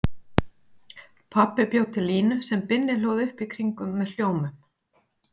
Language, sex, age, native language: Icelandic, female, 50-59, Icelandic